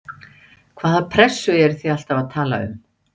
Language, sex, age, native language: Icelandic, female, 60-69, Icelandic